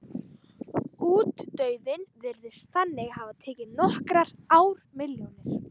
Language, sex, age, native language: Icelandic, female, 18-19, Icelandic